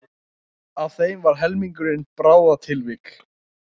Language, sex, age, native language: Icelandic, male, 18-19, Icelandic